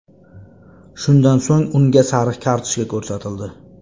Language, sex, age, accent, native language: Uzbek, male, 25-34, Andijon, Uzbek